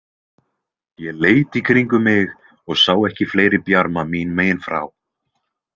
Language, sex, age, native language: Icelandic, male, 20-29, Icelandic